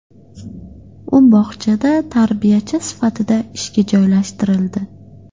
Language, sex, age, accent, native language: Uzbek, female, 18-24, Qashqadaryo, Uzbek